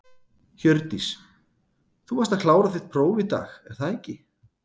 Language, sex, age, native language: Icelandic, male, 30-39, Icelandic